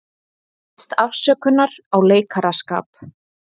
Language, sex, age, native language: Icelandic, female, 30-39, Icelandic